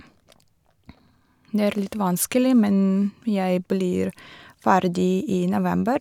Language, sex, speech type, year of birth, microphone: Norwegian, female, spontaneous, 1982, Shure